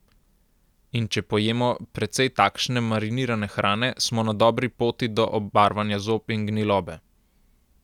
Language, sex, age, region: Slovenian, male, 18-29, Central Slovenia